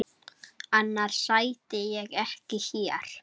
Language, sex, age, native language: Icelandic, male, 9, Icelandic